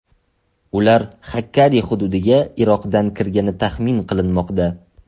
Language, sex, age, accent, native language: Uzbek, male, 18-24, Toshkent shahri, Uzbek